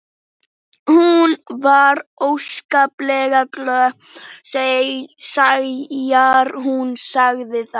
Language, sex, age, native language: Icelandic, female, 11, Icelandic